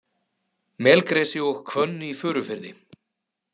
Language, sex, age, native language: Icelandic, male, 30-39, Icelandic